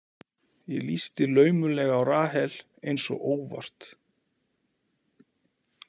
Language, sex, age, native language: Icelandic, male, 40-49, Icelandic